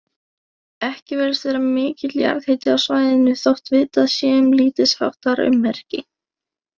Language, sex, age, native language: Icelandic, female, 20-29, Icelandic